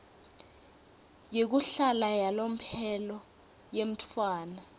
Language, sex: Swati, female